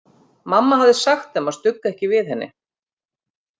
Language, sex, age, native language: Icelandic, female, 50-59, Icelandic